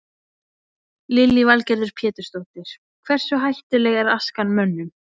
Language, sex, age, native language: Icelandic, female, 20-29, Icelandic